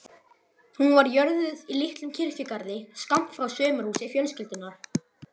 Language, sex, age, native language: Icelandic, male, 11, Icelandic